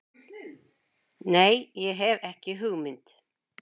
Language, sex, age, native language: Icelandic, female, 60-69, Icelandic